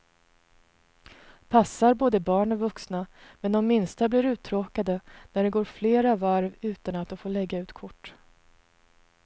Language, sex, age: Swedish, female, 33